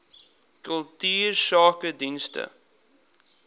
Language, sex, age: Afrikaans, male, 22